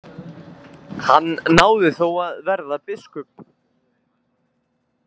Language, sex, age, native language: Icelandic, male, 20-29, Icelandic